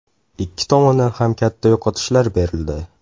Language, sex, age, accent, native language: Uzbek, male, 18-24, Toshkent shahri, Uzbek